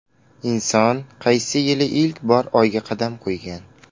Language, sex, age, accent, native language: Uzbek, male, under 19, Qashqadaryo, Uzbek